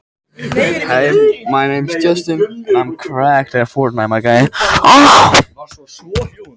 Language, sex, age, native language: Icelandic, male, 18-19, Icelandic